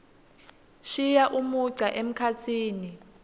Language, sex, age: Swati, female, 19